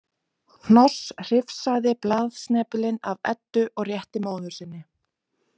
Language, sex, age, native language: Icelandic, female, 20-29, Icelandic